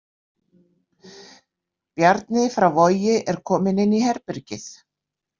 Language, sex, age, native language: Icelandic, female, 60-69, Icelandic